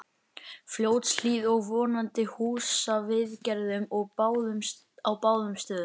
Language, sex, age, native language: Icelandic, male, 11, Icelandic